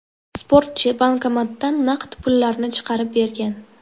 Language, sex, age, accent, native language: Uzbek, female, 12-17, Toshkent shahri, Uzbek